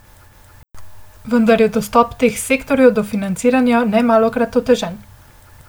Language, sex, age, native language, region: Slovenian, female, 18-29, Slovenian, Central Slovenia